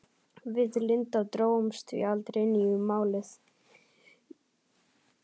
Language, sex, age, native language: Icelandic, male, 11, Icelandic